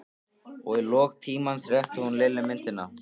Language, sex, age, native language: Icelandic, male, 13, Icelandic